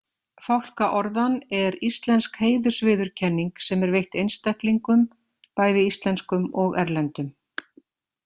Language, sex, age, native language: Icelandic, female, 50-59, Icelandic